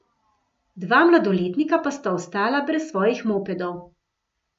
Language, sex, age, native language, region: Slovenian, female, 50-59, Slovenian, Gorenjska region